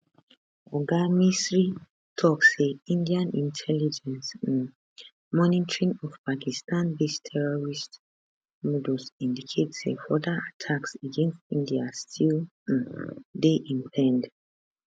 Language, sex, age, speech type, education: Nigerian Pidgin, female, 15-29, spontaneous, tertiary